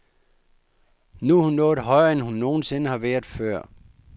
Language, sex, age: Danish, male, 59